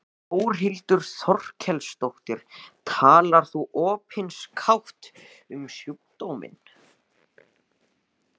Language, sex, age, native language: Icelandic, male, 14, Icelandic